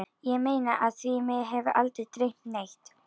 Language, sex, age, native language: Icelandic, female, 11, Icelandic